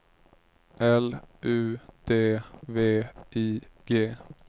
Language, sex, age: Swedish, male, 30